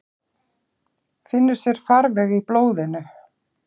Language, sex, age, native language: Icelandic, female, 40-49, Icelandic